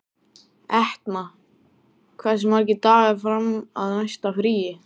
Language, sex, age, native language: Icelandic, male, 14, Icelandic